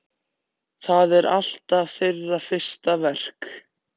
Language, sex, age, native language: Icelandic, other, 14, Icelandic